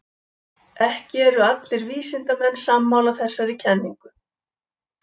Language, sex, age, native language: Icelandic, female, 70-79, Icelandic